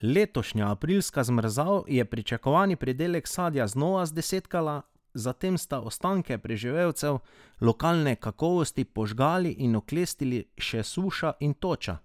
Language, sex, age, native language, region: Slovenian, male, 30-49, Slovenian, Drava region